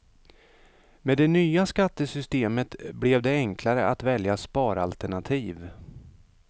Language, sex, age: Swedish, male, 35